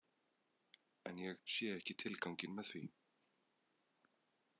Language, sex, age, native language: Icelandic, male, 20-29, Icelandic